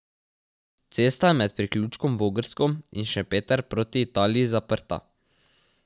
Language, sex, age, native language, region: Slovenian, male, 12-17, Slovenian, Drava region